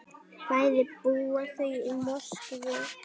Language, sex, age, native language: Icelandic, female, 9, Icelandic